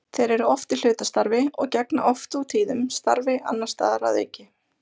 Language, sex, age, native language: Icelandic, female, 20-29, Icelandic